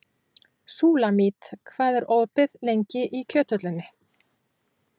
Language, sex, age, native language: Icelandic, female, 40-49, Icelandic